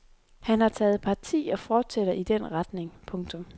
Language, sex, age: Danish, female, 23